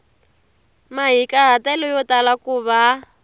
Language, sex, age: Tsonga, female, 22